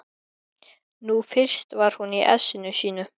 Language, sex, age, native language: Icelandic, male, 13, Icelandic